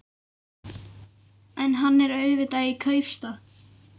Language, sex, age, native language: Icelandic, male, 11, Icelandic